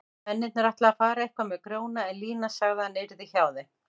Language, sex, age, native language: Icelandic, female, 50-59, Icelandic